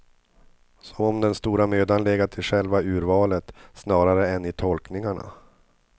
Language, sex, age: Swedish, male, 50